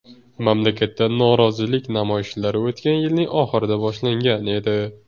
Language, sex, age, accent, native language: Uzbek, male, 18-24, Surxondaryo, Uzbek